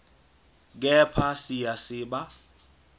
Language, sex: Zulu, male